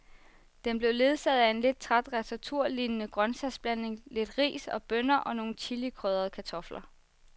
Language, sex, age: Danish, female, 24